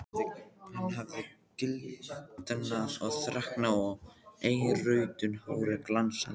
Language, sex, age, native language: Icelandic, male, 14, Icelandic